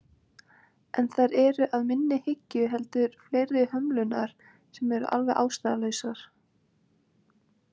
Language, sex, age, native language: Icelandic, female, 20-29, Icelandic